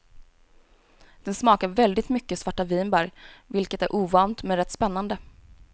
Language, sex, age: Swedish, female, 18